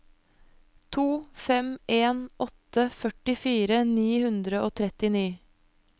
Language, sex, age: Norwegian, female, 25